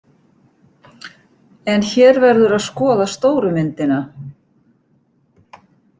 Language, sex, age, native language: Icelandic, female, 60-69, Icelandic